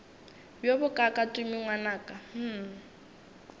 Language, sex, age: Northern Sotho, female, 19